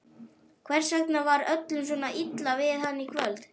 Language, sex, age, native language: Icelandic, male, 11, Icelandic